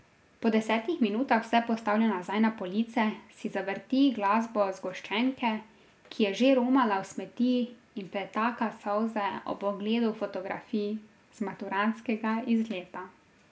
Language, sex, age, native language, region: Slovenian, female, 18-29, Slovenian, Drava region